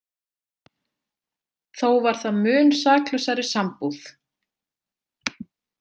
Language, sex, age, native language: Icelandic, female, 30-39, Icelandic